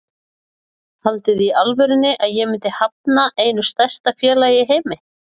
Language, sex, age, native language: Icelandic, female, 40-49, Icelandic